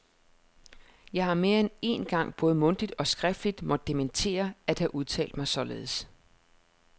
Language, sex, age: Danish, female, 31